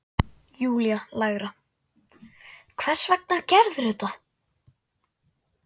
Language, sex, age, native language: Icelandic, male, 12, Icelandic